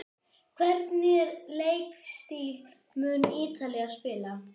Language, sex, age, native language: Icelandic, male, 10, Icelandic